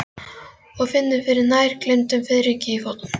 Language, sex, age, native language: Icelandic, female, 12, Icelandic